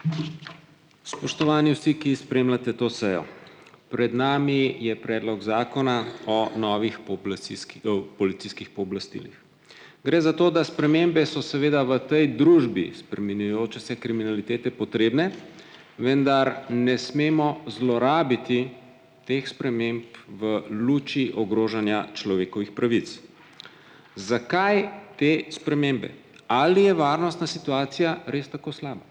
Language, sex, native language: Slovenian, male, Slovenian